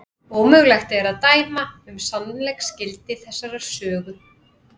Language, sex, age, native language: Icelandic, female, 30-39, Icelandic